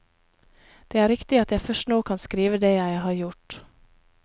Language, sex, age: Norwegian, female, 28